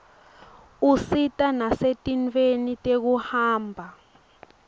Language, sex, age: Swati, female, 22